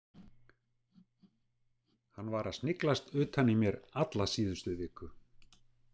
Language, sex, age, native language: Icelandic, male, 60-69, Icelandic